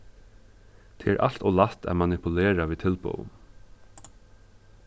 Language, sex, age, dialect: Faroese, male, 15-35, Suðurstreymoy